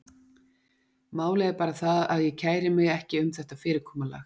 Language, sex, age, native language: Icelandic, female, 40-49, Icelandic